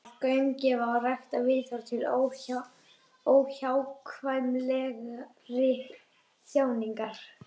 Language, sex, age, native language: Icelandic, female, 30-39, Icelandic